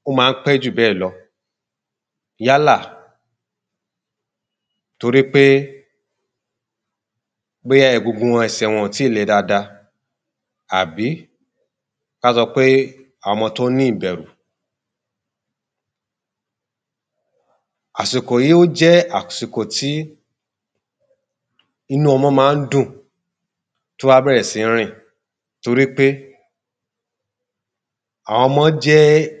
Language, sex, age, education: Yoruba, male, 30-45, tertiary